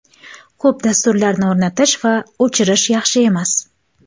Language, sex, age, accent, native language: Uzbek, female, 18-24, Xorazm, Uzbek